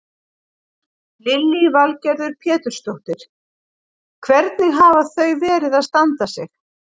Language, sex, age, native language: Icelandic, female, 40-49, Icelandic